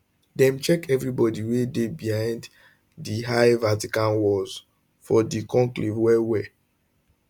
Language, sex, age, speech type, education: Nigerian Pidgin, male, 15-29, spontaneous, tertiary